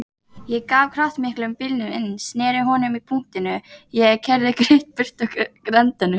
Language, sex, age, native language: Icelandic, female, 18-19, Icelandic